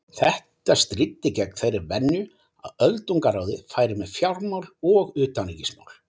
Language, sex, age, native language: Icelandic, male, 40-49, Icelandic